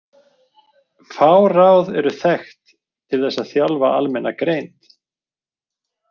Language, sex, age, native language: Icelandic, male, 40-49, Icelandic